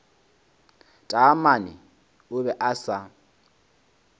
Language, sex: Northern Sotho, male